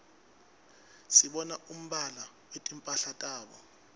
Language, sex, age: Swati, male, 23